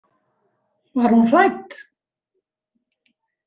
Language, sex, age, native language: Icelandic, female, 70-79, Icelandic